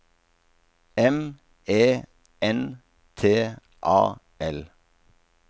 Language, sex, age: Norwegian, male, 57